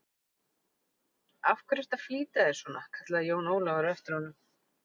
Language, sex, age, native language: Icelandic, female, 40-49, Icelandic